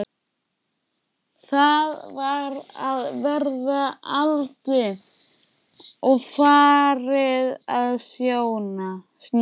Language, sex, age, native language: Icelandic, male, 12, Icelandic